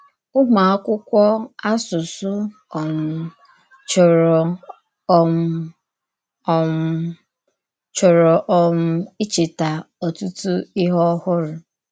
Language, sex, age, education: Igbo, female, 15-29, tertiary